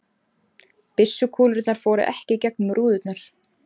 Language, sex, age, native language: Icelandic, female, 30-39, Icelandic